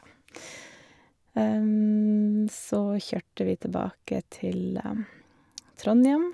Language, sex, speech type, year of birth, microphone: Norwegian, female, spontaneous, 1978, Shure